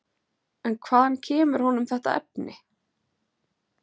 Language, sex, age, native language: Icelandic, female, 30-39, Icelandic